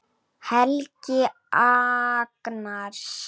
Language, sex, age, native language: Icelandic, female, 9, Icelandic